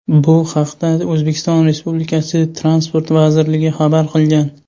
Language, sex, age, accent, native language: Uzbek, male, 18-24, Sirdaryo, Uzbek